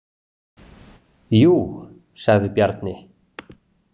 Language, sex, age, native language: Icelandic, male, 40-49, Icelandic